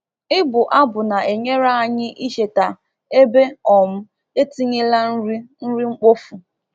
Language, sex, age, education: Igbo, female, 15-29, tertiary